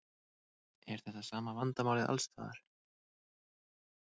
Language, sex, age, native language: Icelandic, male, 30-39, Icelandic